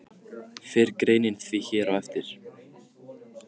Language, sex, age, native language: Icelandic, male, 15, Icelandic